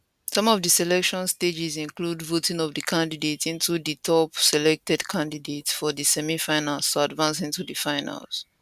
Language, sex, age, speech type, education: Nigerian Pidgin, female, 15-29, spontaneous, tertiary